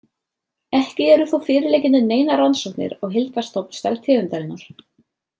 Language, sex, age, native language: Icelandic, female, 30-39, Icelandic